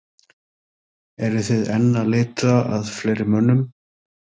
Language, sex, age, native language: Icelandic, male, 30-39, Icelandic